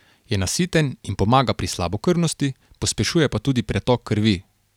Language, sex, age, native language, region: Slovenian, male, 18-29, Slovenian, Carinthia region